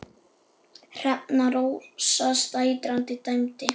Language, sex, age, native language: Icelandic, male, 8, Icelandic